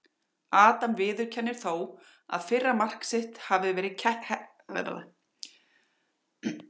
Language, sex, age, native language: Icelandic, female, 40-49, Icelandic